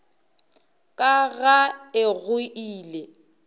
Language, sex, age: Northern Sotho, female, 23